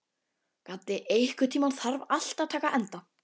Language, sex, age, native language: Icelandic, female, 12, Icelandic